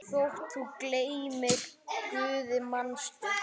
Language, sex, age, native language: Icelandic, male, 9, Icelandic